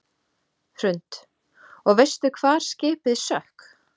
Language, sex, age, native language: Icelandic, female, 30-39, Icelandic